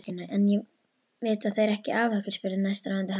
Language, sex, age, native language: Icelandic, female, 12, Icelandic